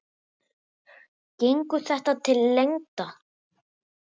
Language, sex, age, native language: Icelandic, female, 7, Icelandic